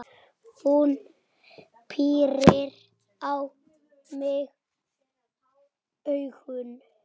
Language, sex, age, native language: Icelandic, male, 7, Icelandic